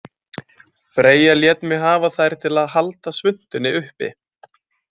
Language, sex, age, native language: Icelandic, male, 20-29, Icelandic